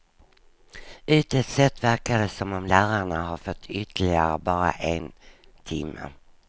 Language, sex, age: Swedish, female, 59